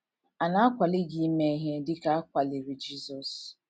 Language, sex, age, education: Igbo, female, 15-29, tertiary